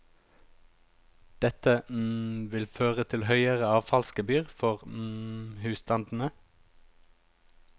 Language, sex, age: Norwegian, male, 36